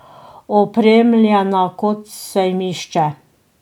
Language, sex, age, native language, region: Slovenian, female, 50-59, Slovenian, Drava region